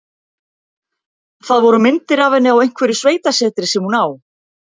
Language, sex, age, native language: Icelandic, female, 50-59, Icelandic